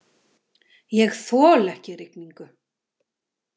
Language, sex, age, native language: Icelandic, female, 50-59, Icelandic